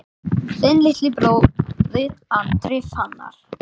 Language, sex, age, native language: Icelandic, male, 10, Icelandic